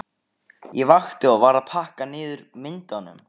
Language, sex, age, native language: Icelandic, male, 15, Icelandic